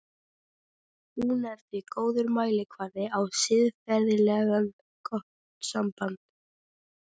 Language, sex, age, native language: Icelandic, female, 13, Icelandic